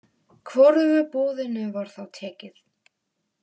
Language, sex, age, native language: Icelandic, female, 18-19, Polish